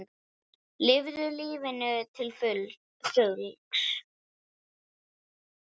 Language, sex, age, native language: Icelandic, male, 9, Icelandic